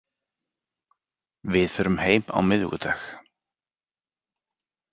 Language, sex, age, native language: Icelandic, male, 40-49, Icelandic